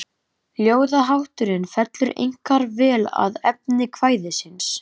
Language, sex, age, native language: Icelandic, male, 11, Icelandic